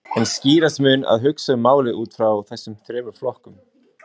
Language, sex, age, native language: Icelandic, male, 20-29, Icelandic